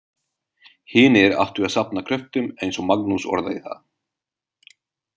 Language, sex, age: Icelandic, male, 30-39